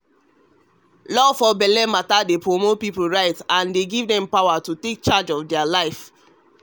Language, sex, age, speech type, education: Nigerian Pidgin, male, 30-45, spontaneous, tertiary